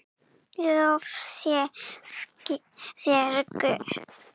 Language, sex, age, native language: Icelandic, female, 9, Serbo-Croatian